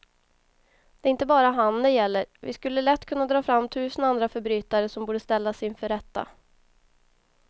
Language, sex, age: Swedish, female, 22